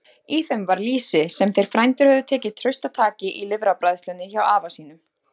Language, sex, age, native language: Icelandic, female, 20-29, Icelandic